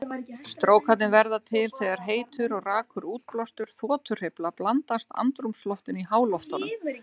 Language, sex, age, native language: Icelandic, female, 60-69, Icelandic